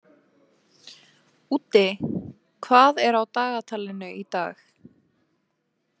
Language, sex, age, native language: Icelandic, female, 18-19, Icelandic